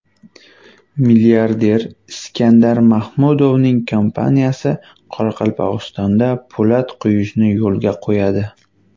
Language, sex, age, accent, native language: Uzbek, male, 19-29, Qashqadaryo, Uzbek